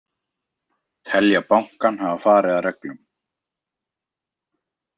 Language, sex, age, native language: Icelandic, male, 20-29, Icelandic